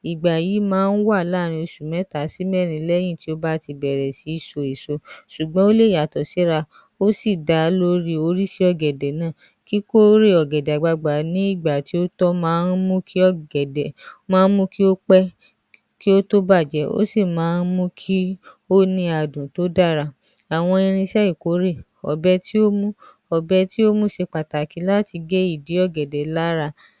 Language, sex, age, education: Yoruba, female, 30-45, tertiary